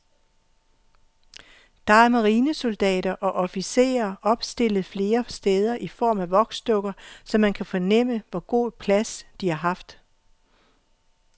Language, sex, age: Danish, female, 48